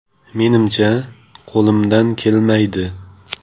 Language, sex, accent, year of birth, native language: Uzbek, male, Samarqand, 2002, Uzbek